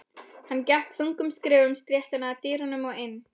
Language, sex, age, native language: Icelandic, female, 11, Polish